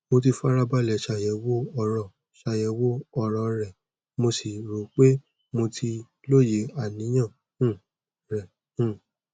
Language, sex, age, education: Yoruba, male, 15-29, tertiary